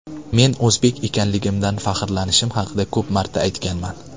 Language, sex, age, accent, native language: Uzbek, male, 18-24, Qashqadaryo, Uzbek